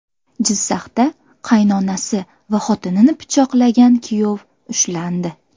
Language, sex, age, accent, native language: Uzbek, female, 18-24, Farg'ona, Uzbek